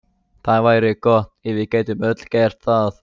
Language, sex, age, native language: Icelandic, male, 14, Icelandic